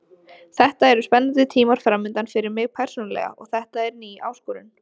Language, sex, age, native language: Icelandic, female, 20-29, Icelandic